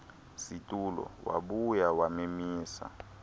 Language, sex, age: Xhosa, male, 23